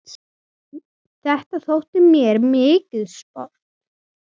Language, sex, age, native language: Icelandic, female, 7, Icelandic